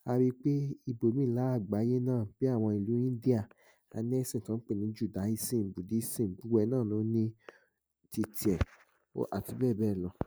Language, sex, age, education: Yoruba, male, 15-29, tertiary